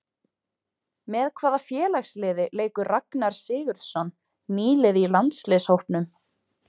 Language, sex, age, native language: Icelandic, female, 20-29, Icelandic